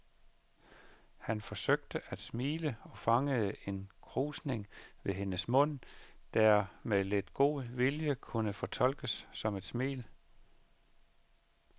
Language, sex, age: Danish, male, 51